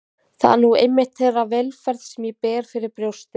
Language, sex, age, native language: Icelandic, female, 20-29, Icelandic